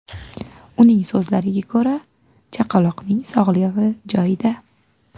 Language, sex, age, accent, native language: Uzbek, female, 18-24, Qashqadaryo, Uzbek